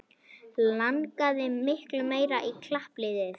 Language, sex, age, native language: Icelandic, female, 21, Icelandic